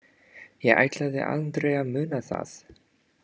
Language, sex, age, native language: Icelandic, male, 30-39, English